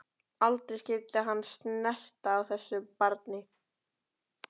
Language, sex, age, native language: Icelandic, male, 12, Icelandic